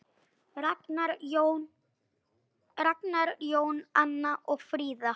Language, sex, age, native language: Icelandic, male, 9, Icelandic